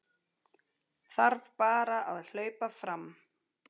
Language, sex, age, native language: Icelandic, female, 40-49, Icelandic